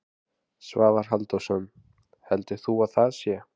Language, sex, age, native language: Icelandic, male, 20-29, Icelandic